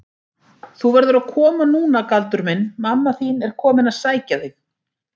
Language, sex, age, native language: Icelandic, female, 60-69, Icelandic